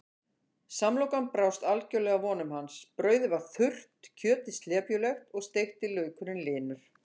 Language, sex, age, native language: Icelandic, female, 50-59, Icelandic